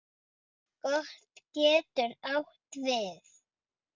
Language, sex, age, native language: Icelandic, female, 5, Icelandic